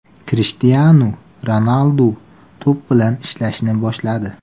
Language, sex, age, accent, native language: Uzbek, male, 18-24, Surxondaryo, Uzbek